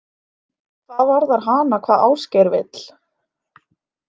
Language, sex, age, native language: Icelandic, female, 20-29, Icelandic